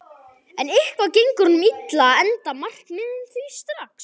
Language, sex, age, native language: Icelandic, male, 11, Icelandic